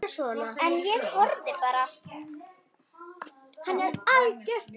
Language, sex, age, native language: Icelandic, female, 9, Icelandic